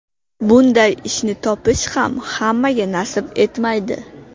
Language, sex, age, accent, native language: Uzbek, female, 18-24, Qashqadaryo, Uzbek